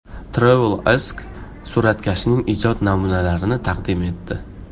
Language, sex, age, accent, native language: Uzbek, male, 18-24, Farg'ona, Uzbek